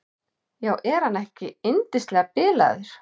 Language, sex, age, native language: Icelandic, male, 11, Icelandic